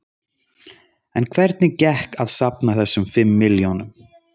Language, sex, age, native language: Icelandic, male, 30-39, Icelandic